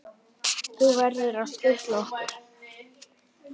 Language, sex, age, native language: Icelandic, female, 10, Icelandic